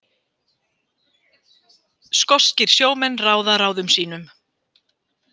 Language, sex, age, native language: Icelandic, female, 50-59, Icelandic